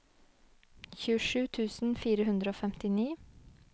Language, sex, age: Norwegian, female, 25